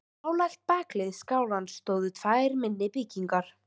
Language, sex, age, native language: Icelandic, female, 13, Icelandic